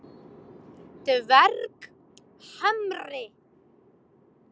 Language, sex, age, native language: Icelandic, female, 18-19, Icelandic